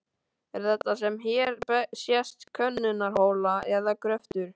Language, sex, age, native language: Icelandic, male, 13, Icelandic